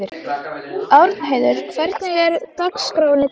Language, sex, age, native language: Icelandic, female, 13, Icelandic